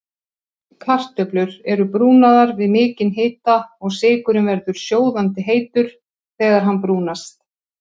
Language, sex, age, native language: Icelandic, female, 60-69, Icelandic